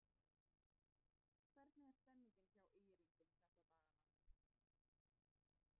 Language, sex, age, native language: Icelandic, female, 20-29, Icelandic